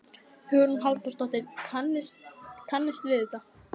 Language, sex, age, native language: Icelandic, female, 15, Icelandic